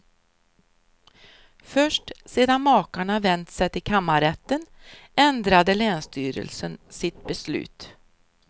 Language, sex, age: Swedish, female, 53